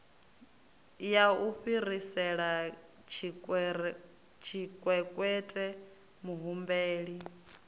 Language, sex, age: Venda, female, 33